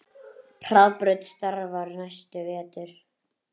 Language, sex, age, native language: Icelandic, female, 30-39, Icelandic